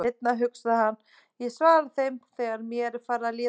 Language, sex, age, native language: Icelandic, female, 30-39, Icelandic